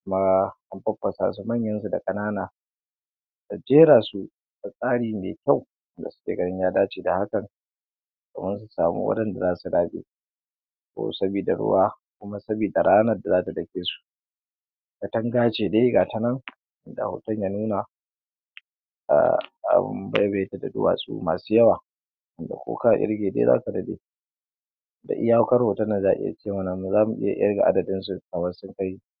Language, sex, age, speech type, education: Hausa, male, 15-29, spontaneous, tertiary